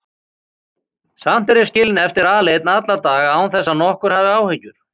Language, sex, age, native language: Icelandic, male, 50-59, Icelandic